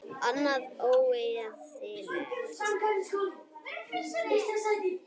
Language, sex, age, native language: Icelandic, female, 30-39, Icelandic